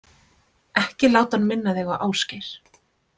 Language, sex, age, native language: Icelandic, female, 30-39, Icelandic